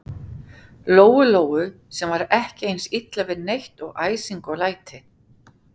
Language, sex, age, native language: Icelandic, female, 40-49, Icelandic